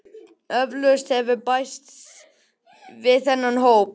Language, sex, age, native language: Icelandic, male, 18-19, Icelandic